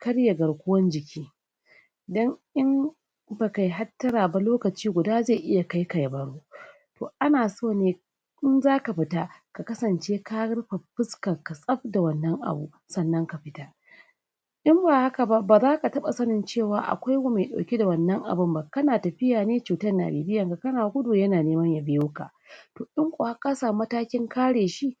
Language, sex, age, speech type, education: Hausa, female, 30-45, spontaneous, tertiary